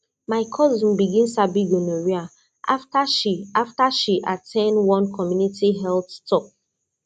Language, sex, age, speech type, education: Nigerian Pidgin, female, 30-45, spontaneous, tertiary